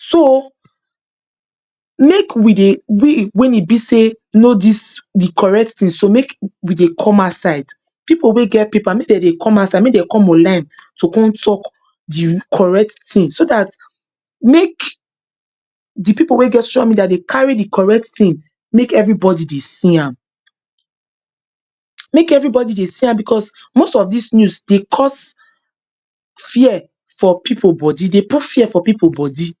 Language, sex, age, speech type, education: Nigerian Pidgin, female, 30-45, spontaneous, tertiary